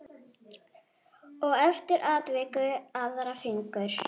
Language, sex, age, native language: Icelandic, female, 8, Icelandic